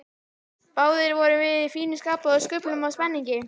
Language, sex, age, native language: Icelandic, female, 13, Icelandic